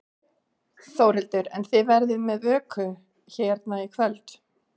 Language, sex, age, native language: Icelandic, female, 40-49, Icelandic